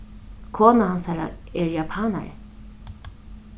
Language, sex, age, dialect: Faroese, female, 36-60, Suðurstreymoy